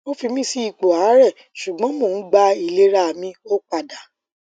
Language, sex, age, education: Yoruba, female, 30-45, tertiary